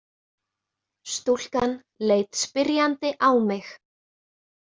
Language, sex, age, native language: Icelandic, female, 20-29, Icelandic